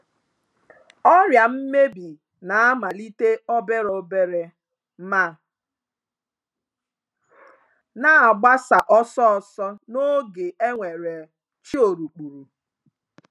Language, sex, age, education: Igbo, female, 30-45, tertiary